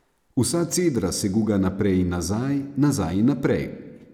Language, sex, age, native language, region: Slovenian, male, 30-49, Slovenian, Savinja region